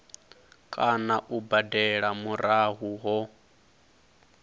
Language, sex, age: Venda, male, 22